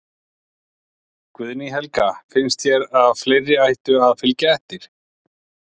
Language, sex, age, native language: Icelandic, male, 40-49, Icelandic